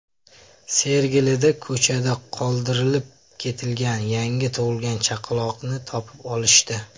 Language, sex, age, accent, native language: Uzbek, male, 25-34, Samarqand, Uzbek